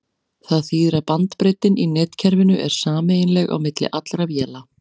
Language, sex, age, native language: Icelandic, female, 40-49, Icelandic